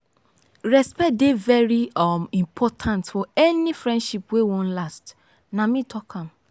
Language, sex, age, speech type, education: Nigerian Pidgin, female, 15-29, spontaneous, tertiary